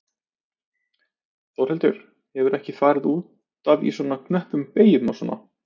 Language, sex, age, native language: Icelandic, male, 30-39, Icelandic